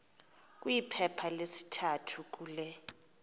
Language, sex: Xhosa, female